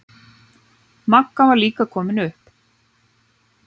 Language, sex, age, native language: Icelandic, female, 9, Icelandic